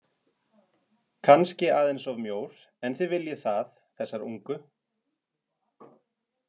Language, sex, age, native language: Icelandic, male, 30-39, Icelandic